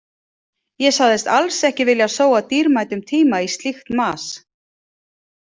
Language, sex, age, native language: Icelandic, female, 40-49, Icelandic